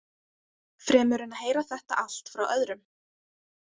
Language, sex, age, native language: Icelandic, female, 20-29, Icelandic